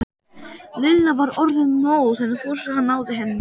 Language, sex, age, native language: Icelandic, male, 12, Icelandic